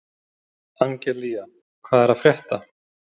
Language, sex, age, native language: Icelandic, male, 30-39, Icelandic